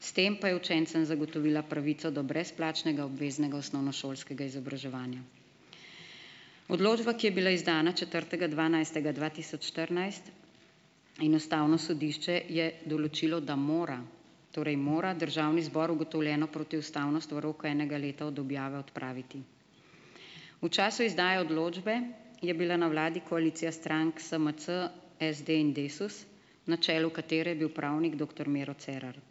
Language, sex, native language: Slovenian, female, Slovenian